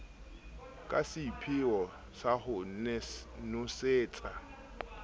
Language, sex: Southern Sotho, male